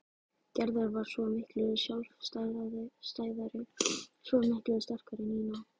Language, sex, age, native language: Icelandic, female, 14, Icelandic